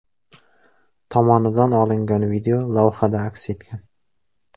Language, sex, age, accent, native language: Uzbek, male, 18-24, Surxondaryo, Uzbek